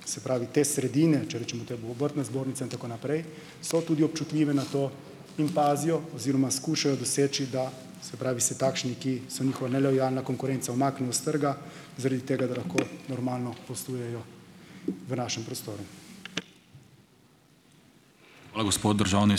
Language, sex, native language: Slovenian, male, Slovenian